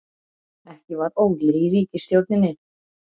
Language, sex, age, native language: Icelandic, female, 30-39, Icelandic